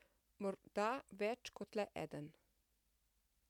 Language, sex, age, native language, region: Slovenian, female, 50-59, Slovenian, Central Slovenia